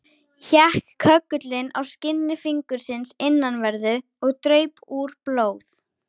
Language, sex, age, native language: Icelandic, female, 13, Icelandic